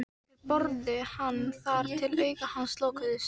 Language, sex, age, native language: Icelandic, female, 13, Icelandic